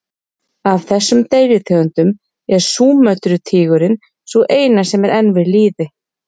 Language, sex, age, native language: Icelandic, female, 30-39, Icelandic